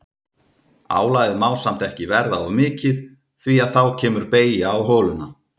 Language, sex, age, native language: Icelandic, male, 30-39, Icelandic